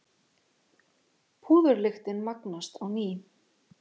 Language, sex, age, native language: Icelandic, female, 50-59, Icelandic